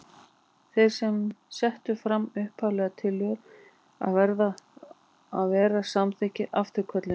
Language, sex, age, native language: Icelandic, female, 40-49, Icelandic